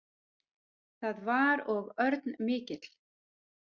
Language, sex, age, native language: Icelandic, female, 40-49, Icelandic